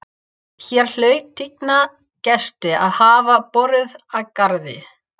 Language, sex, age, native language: Icelandic, female, 30-39, English